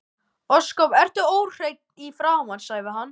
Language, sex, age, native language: Icelandic, male, 12, Icelandic